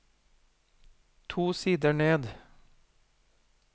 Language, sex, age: Norwegian, male, 40